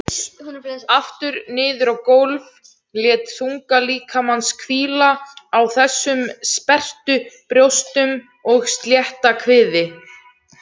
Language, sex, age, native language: Icelandic, female, 17, Icelandic